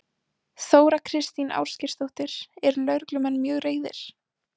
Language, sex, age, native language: Icelandic, female, 18-19, Icelandic